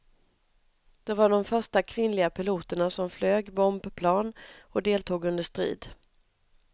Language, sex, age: Swedish, female, 31